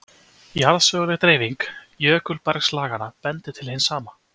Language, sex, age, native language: Icelandic, male, 20-29, Icelandic